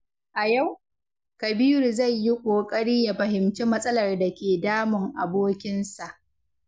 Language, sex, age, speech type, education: Hausa, female, 15-29, read, secondary